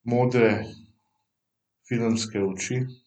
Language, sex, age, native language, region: Slovenian, male, 50-59, Slovenian, Central Slovenia